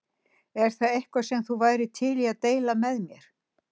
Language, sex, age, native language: Icelandic, female, 60-69, Icelandic